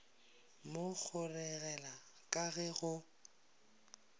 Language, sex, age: Northern Sotho, male, 22